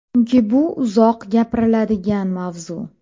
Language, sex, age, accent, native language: Uzbek, female, 25-34, Toshkent viloyati, Uzbek